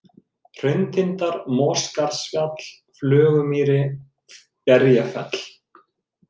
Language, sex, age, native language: Icelandic, male, 30-39, Icelandic